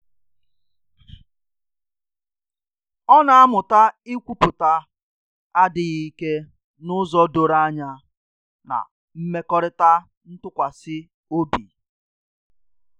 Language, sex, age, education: Igbo, male, 30-45, tertiary